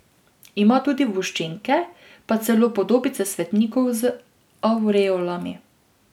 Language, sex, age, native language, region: Slovenian, female, 18-29, Slovenian, Drava region